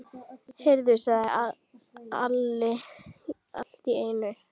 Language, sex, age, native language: Icelandic, female, 12, Icelandic